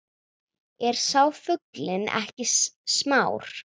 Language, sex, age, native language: Icelandic, female, 9, Icelandic